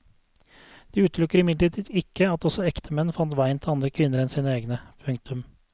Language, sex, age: Norwegian, male, 32